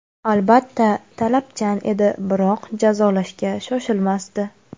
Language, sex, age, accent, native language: Uzbek, female, 18-24, Navoiy, Uzbek